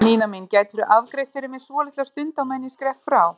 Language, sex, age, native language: Icelandic, female, 30-39, Icelandic